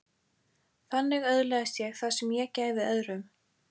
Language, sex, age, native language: Icelandic, female, 14, Icelandic